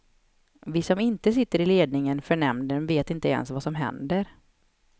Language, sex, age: Swedish, female, 31